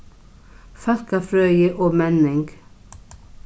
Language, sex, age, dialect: Faroese, female, 36-60, Norðurstreymoy/Eysturoy